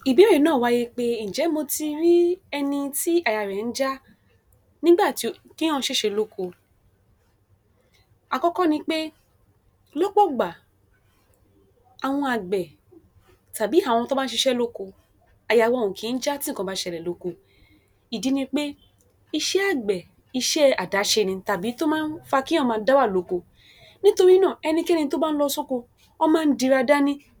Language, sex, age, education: Yoruba, female, 46-60, tertiary